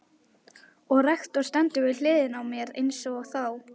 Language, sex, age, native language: Icelandic, female, 12, Icelandic